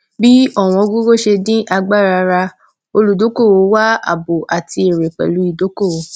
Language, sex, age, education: Yoruba, female, 15-29, tertiary